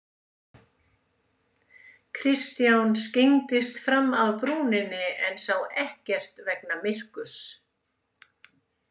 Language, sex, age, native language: Icelandic, female, 70-79, Icelandic